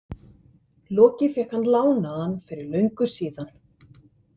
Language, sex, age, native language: Icelandic, male, 50-59, Icelandic